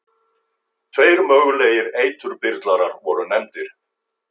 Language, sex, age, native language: Icelandic, male, 50-59, Icelandic